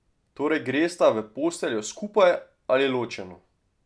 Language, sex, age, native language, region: Slovenian, male, 18-29, Slovenian, Drava region